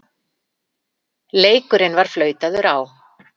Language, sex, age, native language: Icelandic, female, 40-49, Icelandic